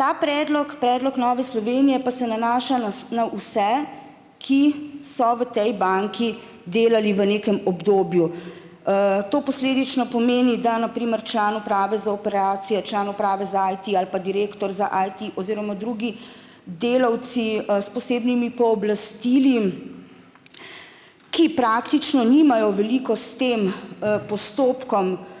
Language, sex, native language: Slovenian, female, Slovenian